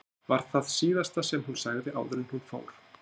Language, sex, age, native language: Icelandic, male, 30-39, Icelandic